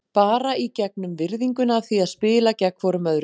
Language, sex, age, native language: Icelandic, female, 40-49, Icelandic